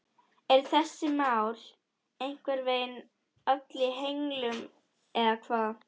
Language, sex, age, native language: Icelandic, female, 11, Icelandic